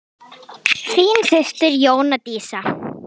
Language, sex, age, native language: Icelandic, female, 10, Icelandic